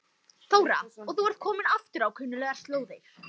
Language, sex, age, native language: Icelandic, female, 14, Icelandic